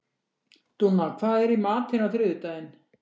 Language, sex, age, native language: Icelandic, female, 60-69, Icelandic